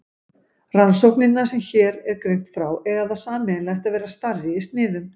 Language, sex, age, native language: Icelandic, female, 50-59, Icelandic